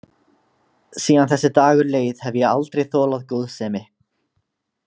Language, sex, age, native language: Icelandic, male, 20-29, Icelandic